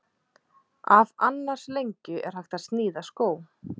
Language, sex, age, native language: Icelandic, female, 30-39, Icelandic